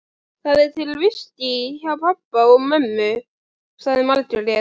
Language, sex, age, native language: Icelandic, female, 11, Icelandic